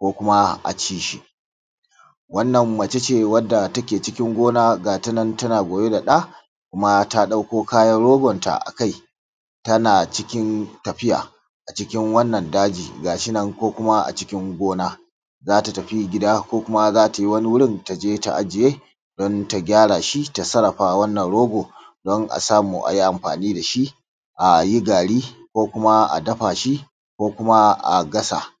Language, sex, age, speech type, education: Hausa, male, 30-45, spontaneous, tertiary